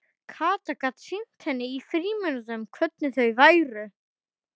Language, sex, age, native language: Icelandic, male, 12, Icelandic